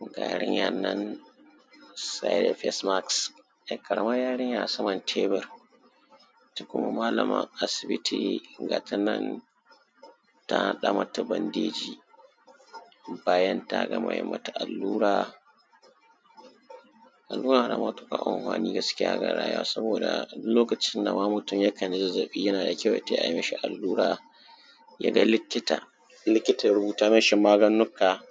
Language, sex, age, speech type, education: Hausa, male, 15-29, spontaneous, primary